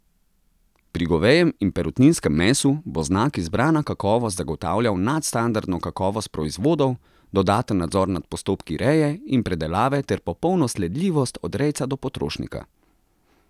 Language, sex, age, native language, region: Slovenian, male, 30-49, Slovenian, Central Slovenia